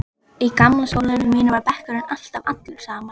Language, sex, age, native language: Icelandic, female, 11, Icelandic